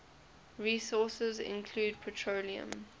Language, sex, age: English, female, 20